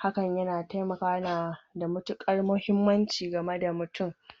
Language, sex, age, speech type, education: Hausa, female, 30-45, spontaneous, tertiary